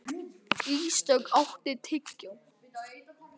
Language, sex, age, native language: Icelandic, male, 12, Icelandic